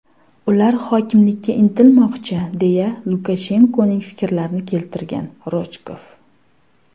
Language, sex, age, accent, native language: Uzbek, female, 19-29, Farg'ona, Uzbek